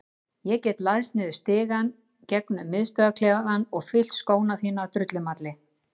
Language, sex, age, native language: Icelandic, female, 50-59, Icelandic